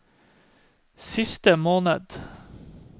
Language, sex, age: Norwegian, male, 31